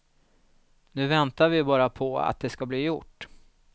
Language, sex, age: Swedish, male, 36